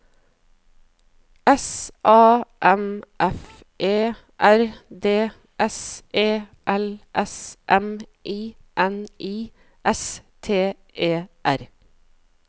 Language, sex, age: Norwegian, female, 37